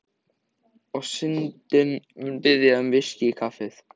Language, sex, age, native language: Icelandic, male, 14, Icelandic